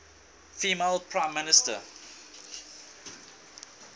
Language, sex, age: English, male, 19